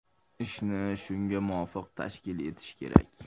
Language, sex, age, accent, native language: Uzbek, male, 25-34, Farg'ona, Uzbek